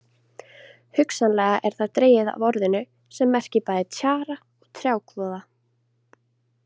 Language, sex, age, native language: Icelandic, female, 20-29, Icelandic